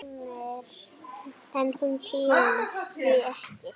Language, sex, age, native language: Icelandic, female, 8, Icelandic